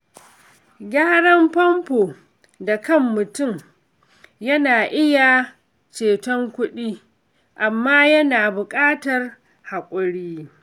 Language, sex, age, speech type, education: Hausa, female, 46-60, read, secondary